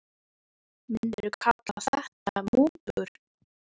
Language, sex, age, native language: Icelandic, female, 10, Icelandic